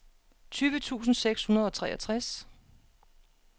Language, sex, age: Danish, female, 36